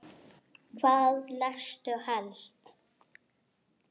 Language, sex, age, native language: Icelandic, female, 8, Icelandic